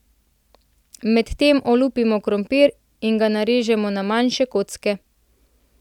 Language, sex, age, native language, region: Slovenian, female, 18-29, Slovenian, Central Slovenia